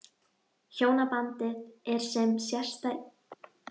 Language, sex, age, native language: Icelandic, female, 11, Icelandic